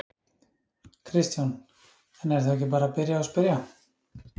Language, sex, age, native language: Icelandic, male, 30-39, Icelandic